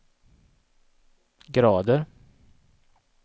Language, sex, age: Swedish, male, 37